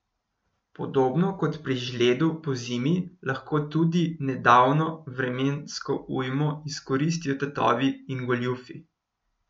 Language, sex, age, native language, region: Slovenian, male, 18-29, Slovenian, Gorenjska region